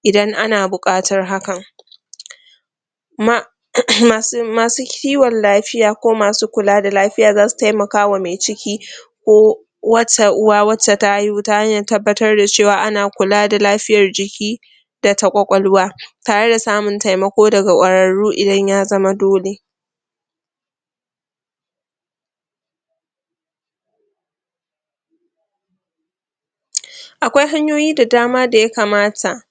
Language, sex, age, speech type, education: Hausa, female, 46-60, spontaneous, tertiary